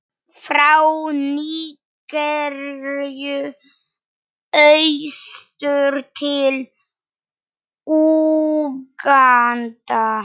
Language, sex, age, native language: Icelandic, female, 9, Polish